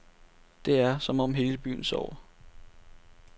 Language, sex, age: Danish, male, 18